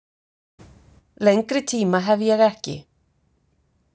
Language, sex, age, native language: Icelandic, female, 50-59, Icelandic